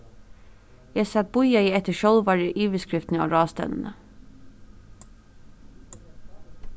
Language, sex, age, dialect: Faroese, female, 15-35, Suðurstreymoy